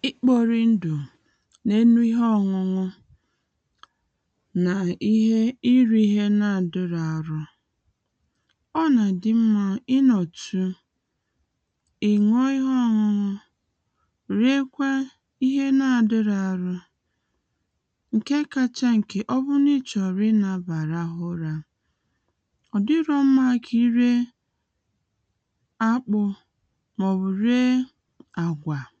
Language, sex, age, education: Igbo, female, 30-45, tertiary